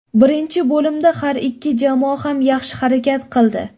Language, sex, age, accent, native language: Uzbek, female, 18-24, Navoiy, Uzbek